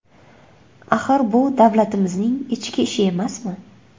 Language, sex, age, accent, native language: Uzbek, female, 25-34, Surxondaryo, Uzbek